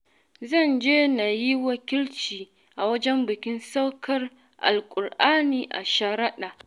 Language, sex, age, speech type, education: Hausa, female, 15-29, spontaneous, tertiary